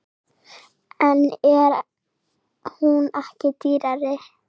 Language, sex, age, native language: Icelandic, female, 7, Serbo-Croatian